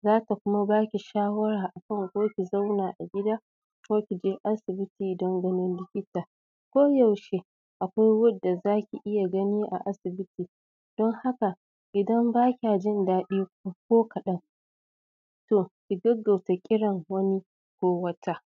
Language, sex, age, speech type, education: Hausa, female, 30-45, spontaneous, tertiary